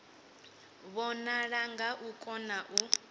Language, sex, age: Venda, female, 18